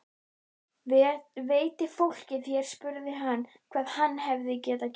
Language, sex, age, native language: Icelandic, female, 12, Icelandic